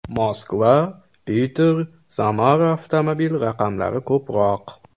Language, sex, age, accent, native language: Uzbek, male, 18-24, Toshkent shahri, Uzbek